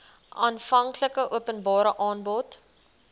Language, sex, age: Afrikaans, female, 20